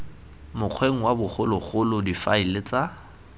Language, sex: Tswana, male